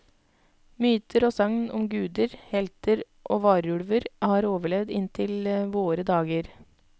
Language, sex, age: Norwegian, female, 32